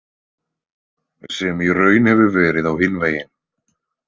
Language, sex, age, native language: Icelandic, male, 20-29, Icelandic